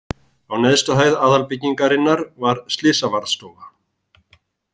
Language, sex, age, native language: Icelandic, male, 40-49, Icelandic